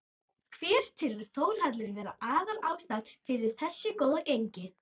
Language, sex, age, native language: Icelandic, male, 11, Icelandic